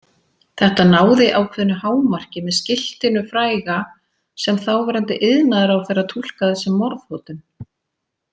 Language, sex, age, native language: Icelandic, female, 40-49, Icelandic